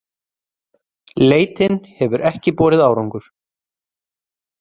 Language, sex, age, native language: Icelandic, male, 30-39, Icelandic